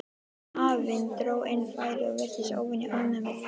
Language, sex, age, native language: Icelandic, female, 12, Icelandic